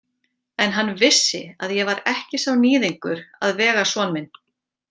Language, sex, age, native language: Icelandic, female, 40-49, Icelandic